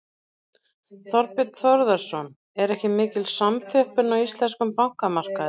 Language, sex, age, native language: Icelandic, female, 40-49, Icelandic